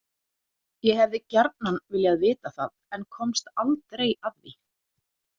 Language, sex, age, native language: Icelandic, female, 30-39, Icelandic